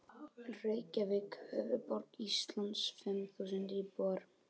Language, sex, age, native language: Icelandic, male, 12, Icelandic